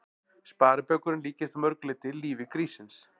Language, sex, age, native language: Icelandic, male, 40-49, Icelandic